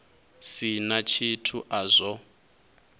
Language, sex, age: Venda, male, 22